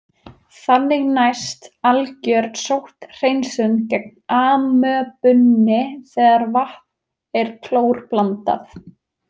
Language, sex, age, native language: Icelandic, female, 20-29, Icelandic